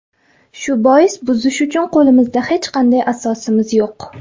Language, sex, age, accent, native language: Uzbek, female, 19-29, Farg'ona, Uzbek